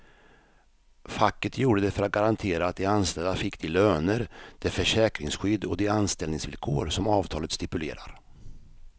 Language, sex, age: Swedish, male, 53